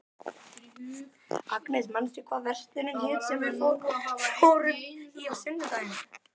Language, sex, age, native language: Icelandic, male, 12, Icelandic